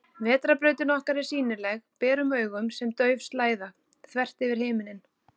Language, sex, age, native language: Icelandic, female, 40-49, Icelandic